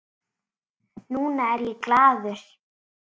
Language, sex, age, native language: Icelandic, female, 7, Icelandic